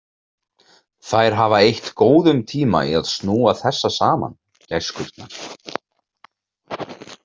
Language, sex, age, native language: Icelandic, male, 30-39, Icelandic